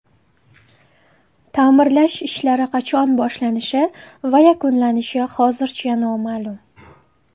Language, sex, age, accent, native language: Uzbek, female, 18-24, Qashqadaryo, Uzbek